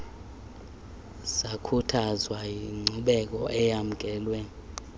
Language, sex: Xhosa, male